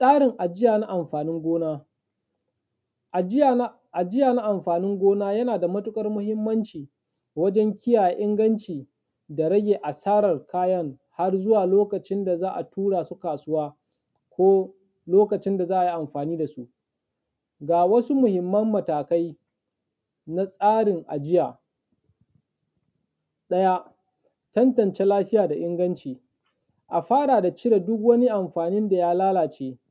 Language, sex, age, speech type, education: Hausa, male, 15-29, spontaneous, tertiary